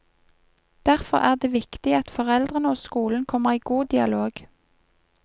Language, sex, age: Norwegian, female, 31